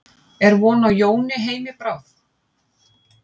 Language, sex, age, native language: Icelandic, female, 50-59, Icelandic